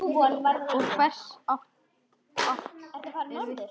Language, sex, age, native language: Icelandic, male, 10, Icelandic